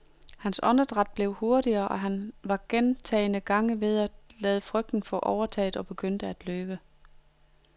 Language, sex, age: Danish, female, 42